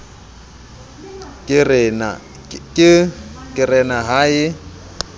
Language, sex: Southern Sotho, male